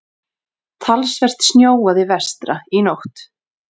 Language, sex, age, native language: Icelandic, female, 40-49, Icelandic